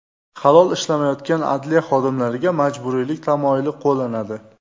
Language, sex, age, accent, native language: Uzbek, male, 25-34, Jizzax, Uzbek